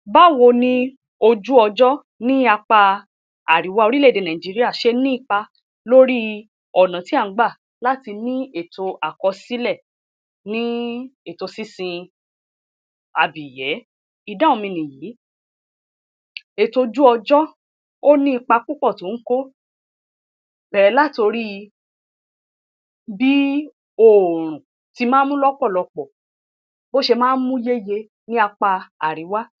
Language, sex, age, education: Yoruba, female, 30-45, tertiary